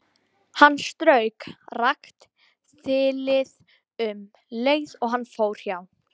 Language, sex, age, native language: Icelandic, female, 12, Icelandic